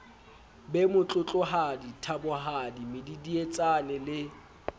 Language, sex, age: Southern Sotho, male, 20